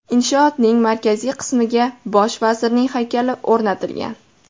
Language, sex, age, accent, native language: Uzbek, female, 18-24, Farg'ona, Uzbek